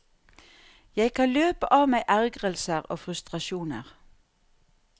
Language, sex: Norwegian, female